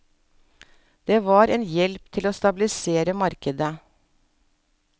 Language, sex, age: Norwegian, female, 47